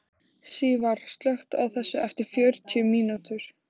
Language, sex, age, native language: Icelandic, female, 14, Icelandic